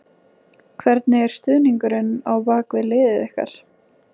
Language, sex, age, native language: Icelandic, female, 20-29, Icelandic